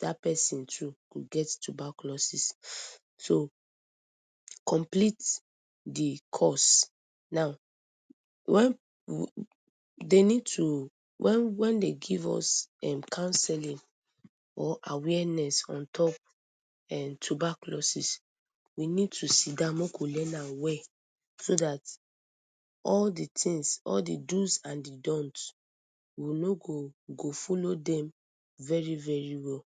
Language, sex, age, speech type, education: Nigerian Pidgin, female, 30-45, spontaneous, tertiary